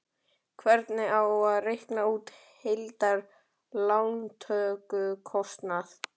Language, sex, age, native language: Icelandic, male, 12, Icelandic